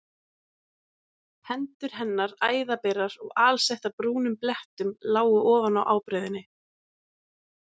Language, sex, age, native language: Icelandic, female, 30-39, Icelandic